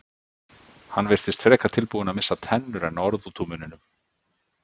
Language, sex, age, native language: Icelandic, male, 50-59, Icelandic